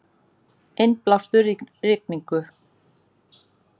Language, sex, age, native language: Icelandic, female, 40-49, Icelandic